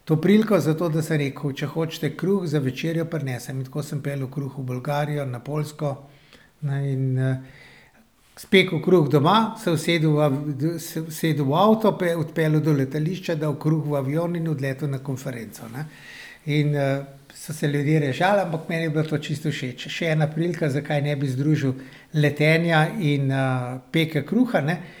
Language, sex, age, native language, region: Slovenian, male, 60+, Slovenian, Central Slovenia